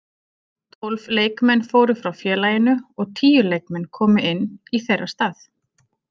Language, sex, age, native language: Icelandic, female, 30-39, Icelandic